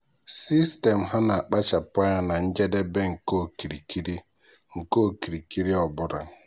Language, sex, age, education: Igbo, male, 15-29, tertiary